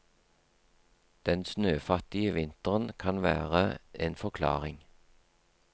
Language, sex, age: Norwegian, male, 43